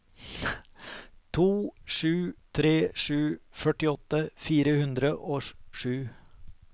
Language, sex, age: Norwegian, male, 43